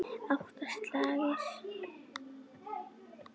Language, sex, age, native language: Icelandic, female, 9, Icelandic